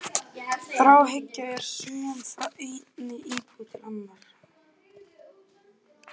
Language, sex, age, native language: Icelandic, male, 12, Icelandic